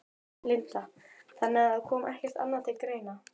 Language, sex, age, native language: Icelandic, female, 12, Icelandic